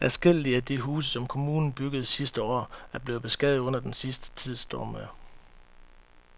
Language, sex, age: Danish, male, 31